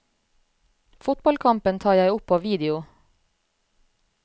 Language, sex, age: Norwegian, female, 34